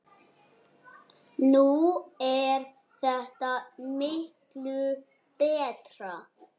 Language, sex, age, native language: Icelandic, male, 6, Icelandic